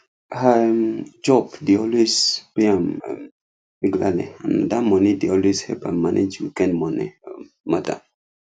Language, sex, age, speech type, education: Nigerian Pidgin, male, 15-29, spontaneous, tertiary